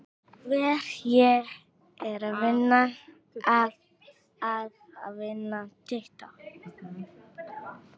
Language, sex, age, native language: Icelandic, female, 7, Icelandic